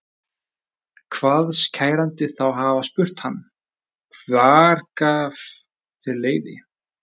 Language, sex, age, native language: Icelandic, male, 20-29, Icelandic